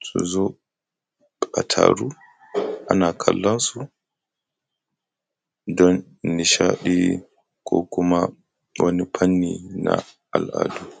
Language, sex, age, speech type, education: Hausa, male, 15-29, spontaneous, tertiary